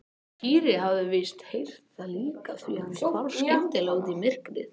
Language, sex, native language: Icelandic, other, Icelandic